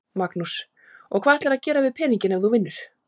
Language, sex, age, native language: Icelandic, female, 40-49, Icelandic